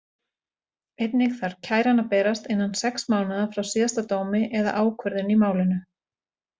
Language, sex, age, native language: Icelandic, female, 40-49, Icelandic